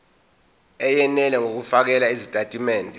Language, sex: Zulu, male